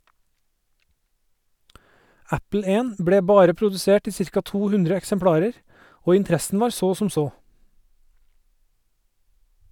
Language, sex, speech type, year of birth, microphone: Norwegian, male, read, 1969, Sennheiser